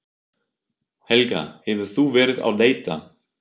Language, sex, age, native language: Icelandic, male, 50-59, German